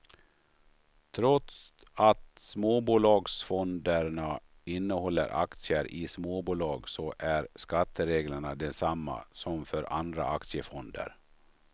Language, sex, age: Swedish, male, 53